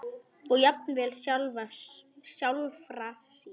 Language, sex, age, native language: Icelandic, female, 10, Icelandic